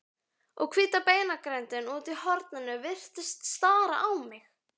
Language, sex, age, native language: Icelandic, female, 11, Icelandic